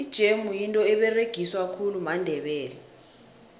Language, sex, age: South Ndebele, female, 21